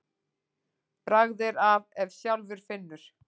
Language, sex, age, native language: Icelandic, female, 40-49, Icelandic